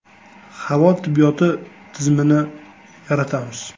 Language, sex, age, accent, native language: Uzbek, male, 25-34, Toshkent viloyati, Uzbek